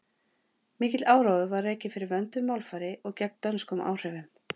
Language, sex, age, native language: Icelandic, female, 40-49, Icelandic